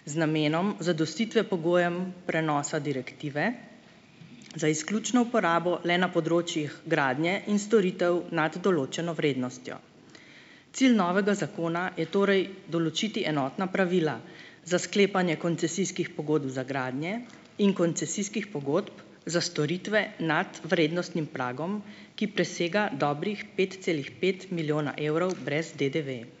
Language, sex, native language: Slovenian, female, Slovenian